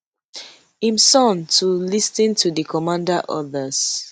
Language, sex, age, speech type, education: Nigerian Pidgin, female, 15-29, spontaneous, tertiary